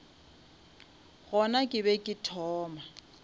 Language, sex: Northern Sotho, female